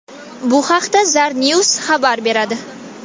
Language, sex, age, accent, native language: Uzbek, female, 19-29, Toshkent viloyati, Kazakh